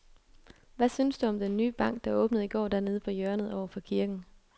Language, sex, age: Danish, female, 22